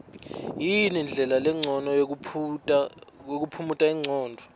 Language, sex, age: Swati, male, 21